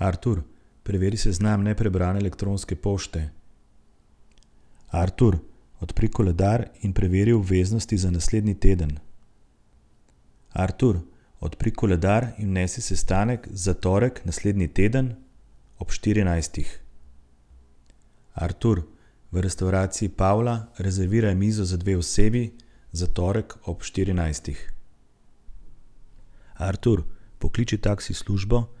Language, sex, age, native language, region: Slovenian, male, 30-49, Slovenian, Central Slovenia